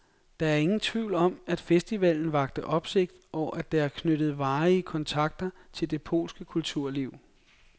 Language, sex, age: Danish, male, 42